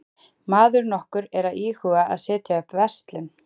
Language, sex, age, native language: Icelandic, female, 30-39, Icelandic